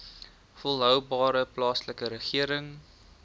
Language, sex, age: Afrikaans, male, 20